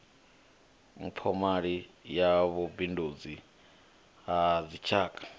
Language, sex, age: Venda, male, 25